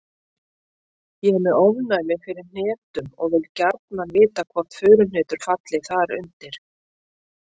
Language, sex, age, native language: Icelandic, female, 60-69, Icelandic